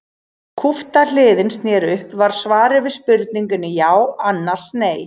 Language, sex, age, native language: Icelandic, female, 40-49, Icelandic